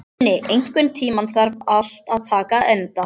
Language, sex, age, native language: Icelandic, other, 12, Icelandic